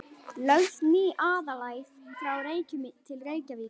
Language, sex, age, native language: Icelandic, female, 11, Icelandic